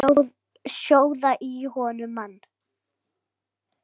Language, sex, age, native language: Icelandic, female, 7, Icelandic